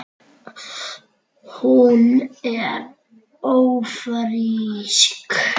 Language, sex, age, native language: Icelandic, male, 9, Icelandic